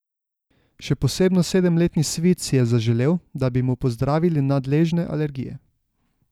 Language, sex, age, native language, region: Slovenian, male, 18-29, Slovenian, Savinja region